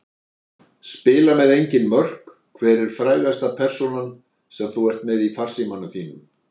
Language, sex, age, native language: Icelandic, male, 60-69, Icelandic